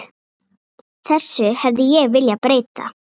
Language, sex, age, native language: Icelandic, female, 8, Icelandic